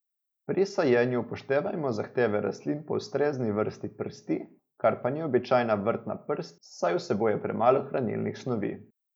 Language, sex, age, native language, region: Slovenian, male, 18-29, Slovenian, Coastal Karst region